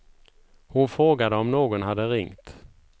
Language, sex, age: Swedish, male, 51